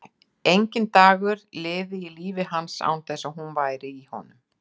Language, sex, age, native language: Icelandic, female, 60-69, Icelandic